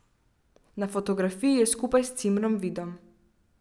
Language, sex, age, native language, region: Slovenian, female, 12-17, Slovenian, Central Slovenia